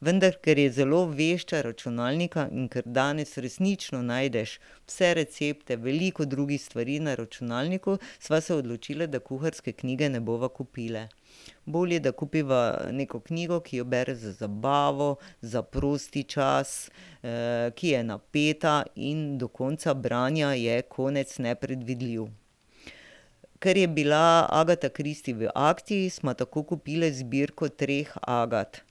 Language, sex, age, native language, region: Slovenian, female, 50-59, Slovenian, Drava region